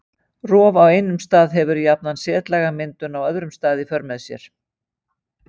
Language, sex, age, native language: Icelandic, female, 50-59, Icelandic